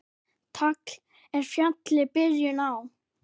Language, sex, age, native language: Icelandic, male, 9, Icelandic